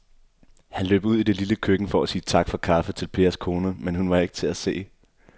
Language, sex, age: Danish, male, 24